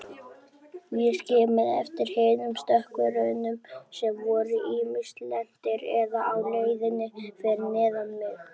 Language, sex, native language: Icelandic, male, Icelandic